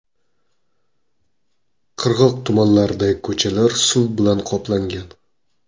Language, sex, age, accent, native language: Uzbek, male, 18-24, Qoraqalpog'iston, Karakalpak